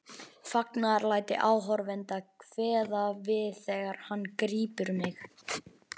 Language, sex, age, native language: Icelandic, male, 11, Icelandic